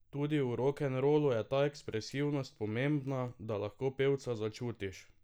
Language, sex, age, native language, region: Slovenian, male, 18-29, Slovenian, Drava region